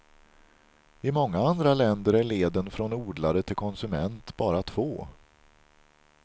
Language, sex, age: Swedish, male, 43